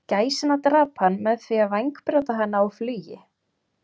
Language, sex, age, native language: Icelandic, female, 30-39, Icelandic